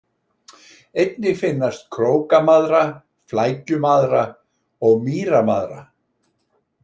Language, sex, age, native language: Icelandic, male, 60-69, Icelandic